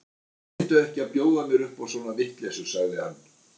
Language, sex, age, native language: Icelandic, male, 60-69, Icelandic